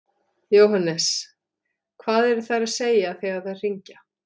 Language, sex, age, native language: Icelandic, female, 40-49, Icelandic